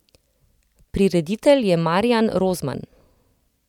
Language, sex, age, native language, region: Slovenian, female, 30-49, Slovenian, Central Slovenia